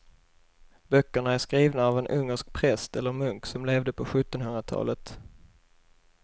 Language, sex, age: Swedish, male, 21